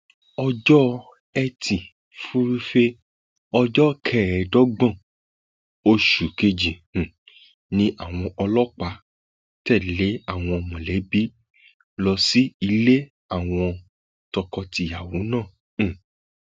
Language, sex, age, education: Yoruba, male, 30-45, tertiary